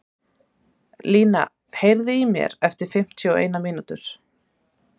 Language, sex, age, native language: Icelandic, female, 30-39, Icelandic